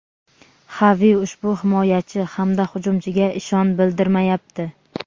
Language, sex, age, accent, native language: Uzbek, female, 18-24, Jizzax, Uzbek